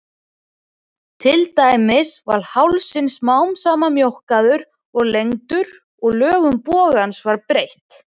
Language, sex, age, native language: Icelandic, female, 20-29, Icelandic